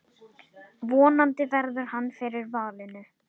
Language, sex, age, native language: Icelandic, male, 9, Icelandic